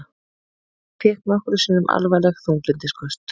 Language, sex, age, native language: Icelandic, female, 30-39, Icelandic